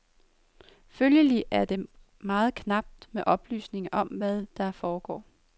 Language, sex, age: Danish, female, 23